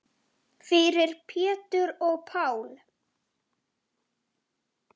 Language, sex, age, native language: Icelandic, female, 9, Icelandic